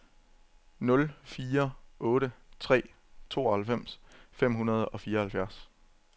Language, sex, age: Danish, male, 27